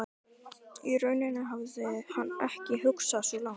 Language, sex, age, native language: Icelandic, male, 12, Icelandic